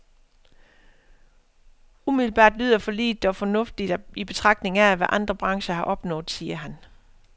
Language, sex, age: Danish, female, 50